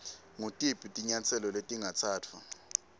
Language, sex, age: Swati, male, 19